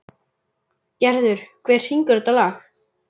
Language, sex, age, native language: Icelandic, male, 11, Icelandic